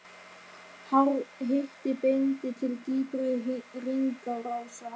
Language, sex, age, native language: Icelandic, male, 13, German